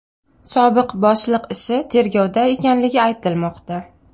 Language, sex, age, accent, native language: Uzbek, female, 25-34, Navoiy, Uzbek